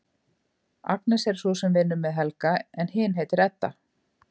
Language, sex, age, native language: Icelandic, female, 50-59, Icelandic